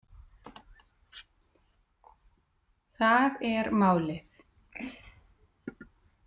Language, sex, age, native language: Icelandic, female, 40-49, Icelandic